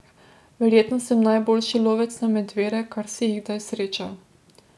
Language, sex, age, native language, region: Slovenian, female, 18-29, Slovenian, Drava region